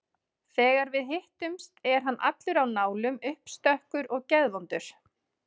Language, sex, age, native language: Icelandic, female, 30-39, Icelandic